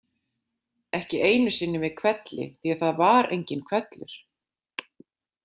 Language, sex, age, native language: Icelandic, female, 40-49, Icelandic